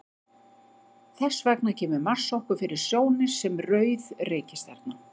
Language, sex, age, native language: Icelandic, female, 50-59, Icelandic